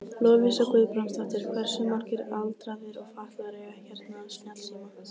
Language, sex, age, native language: Icelandic, female, 15, Icelandic